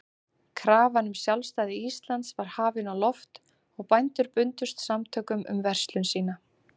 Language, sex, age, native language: Icelandic, female, 30-39, Icelandic